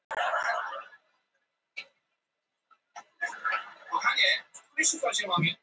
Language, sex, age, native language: Icelandic, female, 18-19, Icelandic